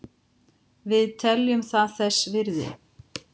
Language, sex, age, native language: Icelandic, female, 50-59, Icelandic